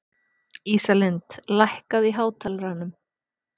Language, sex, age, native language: Icelandic, female, 30-39, Icelandic